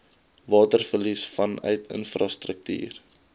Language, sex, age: Afrikaans, male, 22